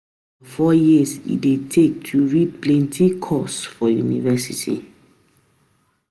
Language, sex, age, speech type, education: Nigerian Pidgin, female, 30-45, spontaneous, tertiary